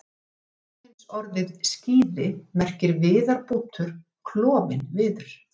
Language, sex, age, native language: Icelandic, female, 50-59, Icelandic